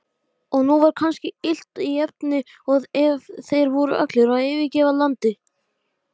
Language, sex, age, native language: Icelandic, male, 12, Icelandic